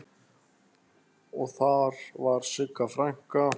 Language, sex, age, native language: Icelandic, female, 10, Icelandic